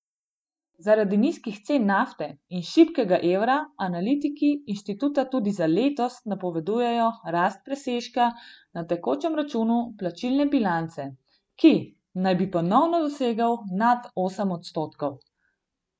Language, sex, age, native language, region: Slovenian, female, 18-29, Slovenian, Gorenjska region